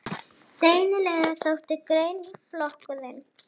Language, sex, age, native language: Icelandic, female, 40-49, Icelandic